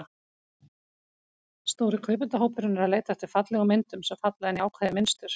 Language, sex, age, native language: Icelandic, female, 50-59, Icelandic